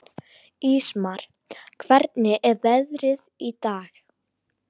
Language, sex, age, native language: Icelandic, female, 12, Icelandic